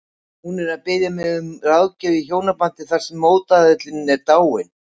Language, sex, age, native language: Icelandic, female, 60-69, Icelandic